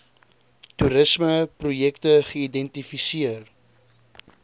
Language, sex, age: Afrikaans, male, 20